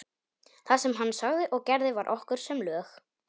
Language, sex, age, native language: Icelandic, male, 18-19, Polish